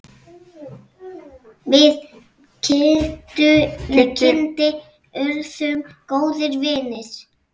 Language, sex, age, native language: Icelandic, female, 6, Icelandic